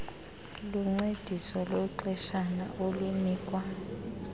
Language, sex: Xhosa, female